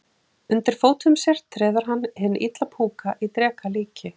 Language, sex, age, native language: Icelandic, female, 40-49, Icelandic